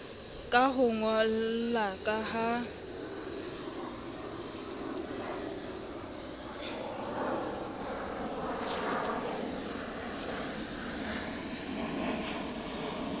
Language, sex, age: Southern Sotho, female, 25